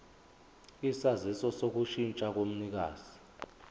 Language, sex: Zulu, male